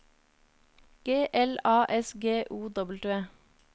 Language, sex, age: Norwegian, female, 30